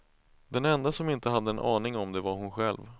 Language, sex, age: Swedish, male, 31